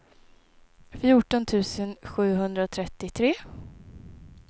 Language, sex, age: Swedish, female, 23